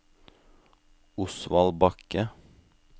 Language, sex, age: Norwegian, male, 25